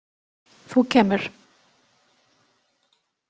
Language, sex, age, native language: Icelandic, female, 30-39, Icelandic